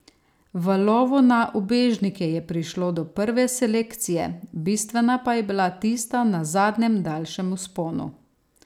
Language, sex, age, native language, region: Slovenian, female, 30-49, Slovenian, Savinja region